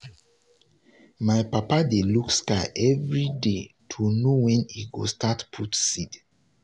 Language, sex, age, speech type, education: Nigerian Pidgin, male, 30-45, spontaneous, tertiary